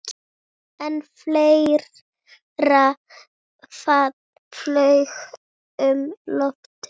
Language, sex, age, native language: Icelandic, female, 8, Icelandic